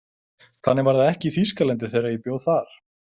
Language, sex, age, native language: Icelandic, male, 20-29, Icelandic